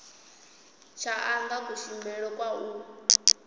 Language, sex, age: Venda, female, 18